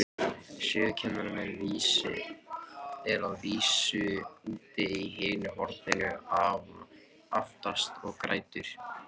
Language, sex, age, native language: Icelandic, male, 18-19, Icelandic